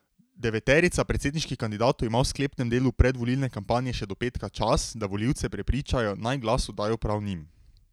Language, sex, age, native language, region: Slovenian, male, 18-29, Slovenian, Drava region